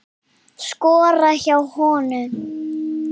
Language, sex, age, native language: Icelandic, female, 7, Icelandic